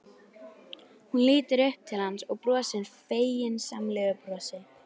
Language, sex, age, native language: Icelandic, female, 12, Icelandic